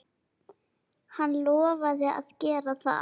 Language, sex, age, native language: Icelandic, female, 10, Icelandic